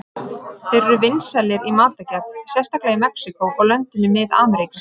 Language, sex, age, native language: Icelandic, female, 30-39, Icelandic